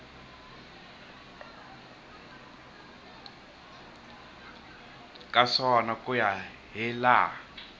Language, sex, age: Tsonga, male, 21